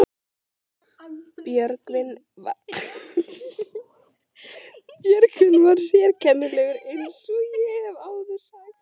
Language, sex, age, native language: Icelandic, female, 14, Icelandic